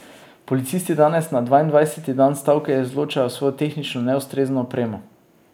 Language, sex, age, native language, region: Slovenian, male, 30-49, Slovenian, Drava region